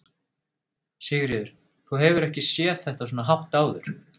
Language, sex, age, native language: Icelandic, male, 30-39, Icelandic